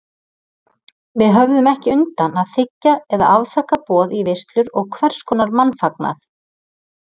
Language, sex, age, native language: Icelandic, female, 30-39, Icelandic